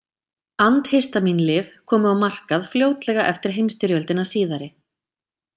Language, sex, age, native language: Icelandic, female, 30-39, Icelandic